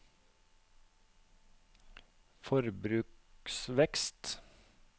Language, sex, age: Norwegian, male, 36